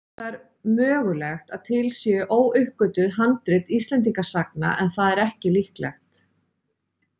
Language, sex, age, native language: Icelandic, female, 40-49, Icelandic